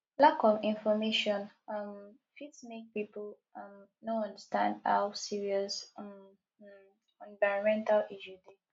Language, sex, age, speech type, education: Nigerian Pidgin, female, 15-29, spontaneous, tertiary